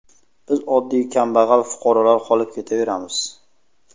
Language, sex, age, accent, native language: Uzbek, male, 25-34, Sirdaryo, Uzbek